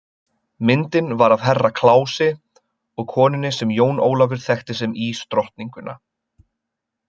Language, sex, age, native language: Icelandic, male, 20-29, Icelandic